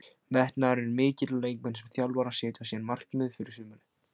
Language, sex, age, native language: Icelandic, male, 16, Icelandic